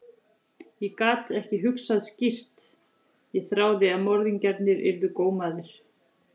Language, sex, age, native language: Icelandic, female, 40-49, Icelandic